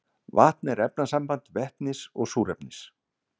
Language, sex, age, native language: Icelandic, male, 60-69, Icelandic